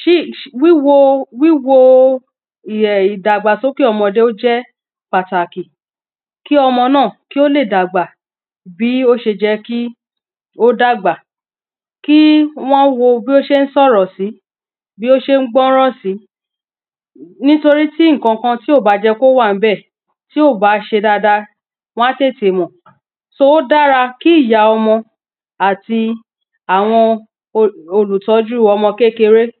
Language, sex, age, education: Yoruba, female, 30-45, tertiary